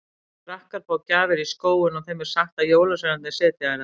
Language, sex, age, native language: Icelandic, female, 60-69, Icelandic